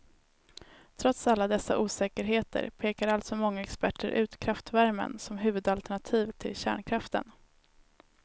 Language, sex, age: Swedish, female, 19